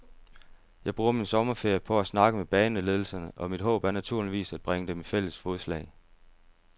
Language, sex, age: Danish, male, 30